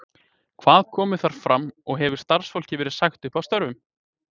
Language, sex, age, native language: Icelandic, male, 20-29, Icelandic